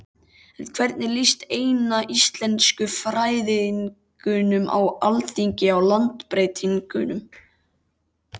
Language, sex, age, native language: Icelandic, male, 13, Icelandic